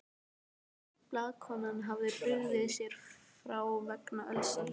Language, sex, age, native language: Icelandic, other, 12, Icelandic